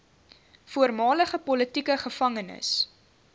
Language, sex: Afrikaans, female